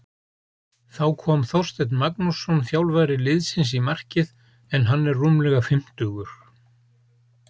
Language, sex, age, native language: Icelandic, male, 70-79, Icelandic